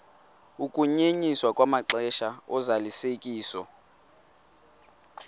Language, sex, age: Xhosa, male, 18